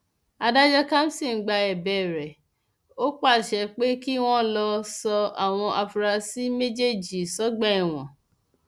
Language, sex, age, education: Yoruba, female, 30-45, tertiary